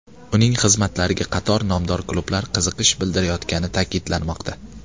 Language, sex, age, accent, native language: Uzbek, male, 18-24, Qashqadaryo, Uzbek